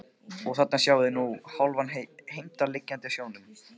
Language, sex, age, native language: Icelandic, male, 15, Icelandic